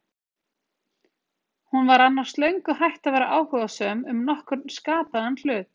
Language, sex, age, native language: Icelandic, female, 30-39, Icelandic